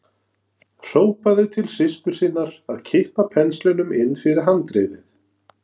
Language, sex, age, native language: Icelandic, male, 40-49, Norwegian